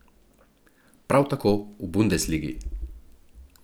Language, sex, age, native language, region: Slovenian, male, 30-49, Slovenian, Central Slovenia